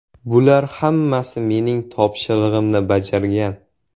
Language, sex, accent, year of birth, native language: Uzbek, male, Jizzax, 2004, Uzbek